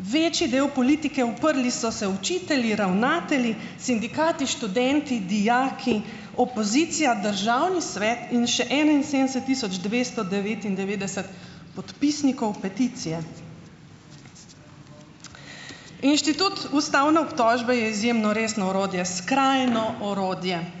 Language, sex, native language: Slovenian, female, Slovenian